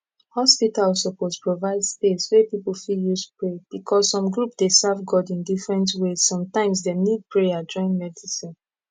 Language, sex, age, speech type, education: Nigerian Pidgin, female, 15-29, spontaneous, tertiary